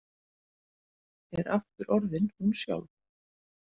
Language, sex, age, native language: Icelandic, female, 40-49, Icelandic